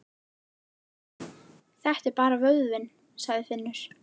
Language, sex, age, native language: Icelandic, female, 11, Icelandic